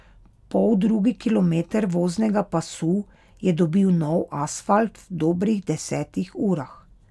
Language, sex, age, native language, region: Slovenian, female, 30-49, Slovenian, Pomurje region